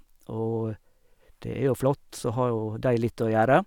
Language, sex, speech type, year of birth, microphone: Norwegian, male, spontaneous, 1956, Sennheiser